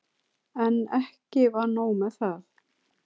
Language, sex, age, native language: Icelandic, female, 40-49, Icelandic